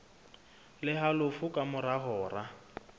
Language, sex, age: Southern Sotho, male, 26